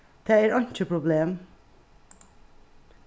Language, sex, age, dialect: Faroese, female, 36-60, Suðurstreymoy